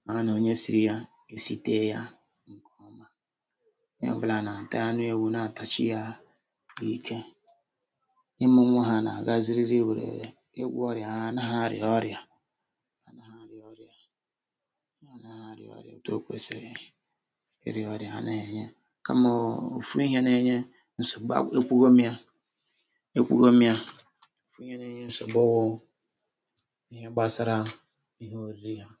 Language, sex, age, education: Igbo, male, 46-60, tertiary